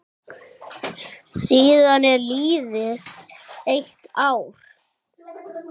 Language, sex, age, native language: Icelandic, male, 7, Icelandic